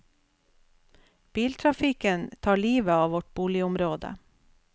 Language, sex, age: Norwegian, female, 47